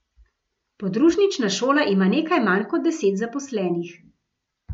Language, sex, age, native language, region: Slovenian, female, 50-59, Slovenian, Gorenjska region